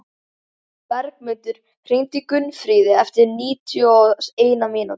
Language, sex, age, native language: Icelandic, male, 11, Icelandic